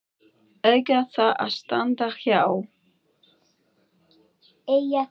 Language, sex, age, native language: Icelandic, female, 9, Icelandic